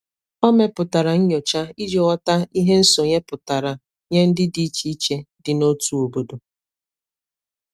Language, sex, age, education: Igbo, male, 15-29, tertiary